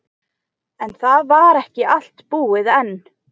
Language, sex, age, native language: Icelandic, female, 20-29, Icelandic